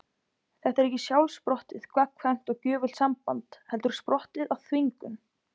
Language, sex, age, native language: Icelandic, female, 20-29, Icelandic